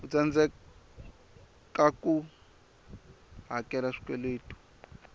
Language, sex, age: Tsonga, male, 25